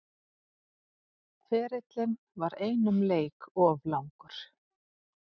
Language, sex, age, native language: Icelandic, female, 40-49, Icelandic